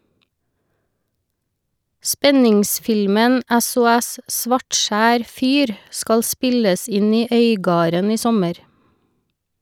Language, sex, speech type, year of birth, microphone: Norwegian, female, read, 1971, Shure